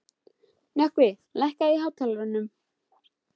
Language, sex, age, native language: Icelandic, female, 12, Icelandic